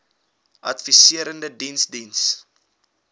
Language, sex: Afrikaans, male